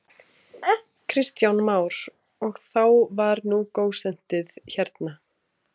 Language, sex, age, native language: Icelandic, female, 20-29, Icelandic